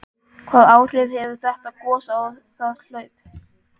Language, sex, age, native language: Icelandic, male, 11, Icelandic